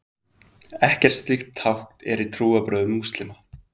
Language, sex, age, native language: Icelandic, male, 20-29, Icelandic